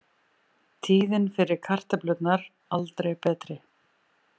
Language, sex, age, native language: Icelandic, female, 40-49, Icelandic